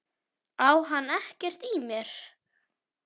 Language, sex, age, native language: Icelandic, female, 10, Icelandic